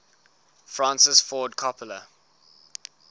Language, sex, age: English, male, 19